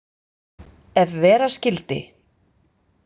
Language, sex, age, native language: Icelandic, female, 50-59, Icelandic